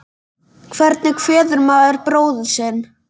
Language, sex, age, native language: Icelandic, male, 10, Icelandic